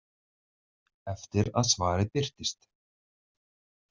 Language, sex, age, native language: Icelandic, male, 30-39, Icelandic